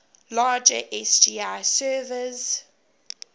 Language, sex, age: English, female, 20